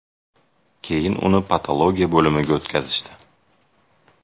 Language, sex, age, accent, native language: Uzbek, male, 18-24, Jizzax, Uzbek